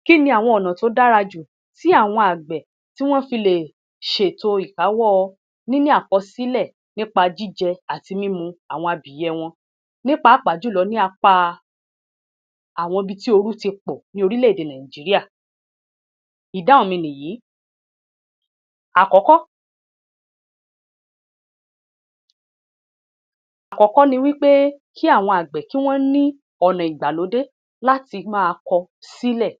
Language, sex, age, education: Yoruba, female, 30-45, tertiary